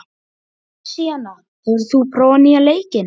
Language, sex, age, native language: Icelandic, male, 11, Icelandic